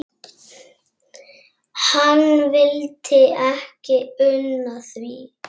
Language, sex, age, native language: Icelandic, female, 6, Icelandic